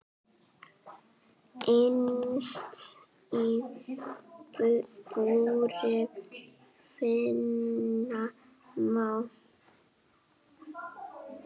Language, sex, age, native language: Icelandic, female, 8, Icelandic